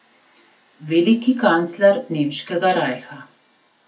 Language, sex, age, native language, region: Slovenian, female, 30-49, Slovenian, Gorenjska region